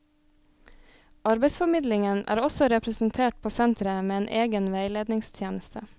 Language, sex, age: Norwegian, female, 26